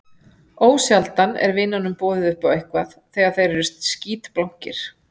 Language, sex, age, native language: Icelandic, female, 40-49, Icelandic